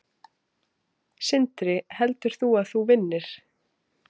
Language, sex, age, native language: Icelandic, female, 20-29, Icelandic